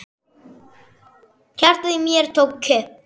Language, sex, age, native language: Icelandic, male, 10, Icelandic